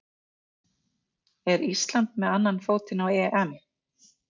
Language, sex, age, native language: Icelandic, female, 50-59, Icelandic